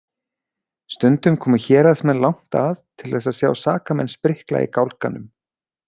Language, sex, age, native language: Icelandic, male, 40-49, Icelandic